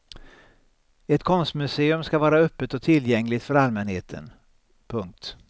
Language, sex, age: Swedish, male, 63